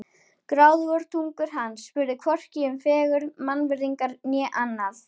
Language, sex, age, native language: Icelandic, female, 13, Icelandic